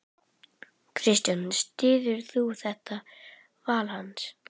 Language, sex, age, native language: Icelandic, female, 11, Icelandic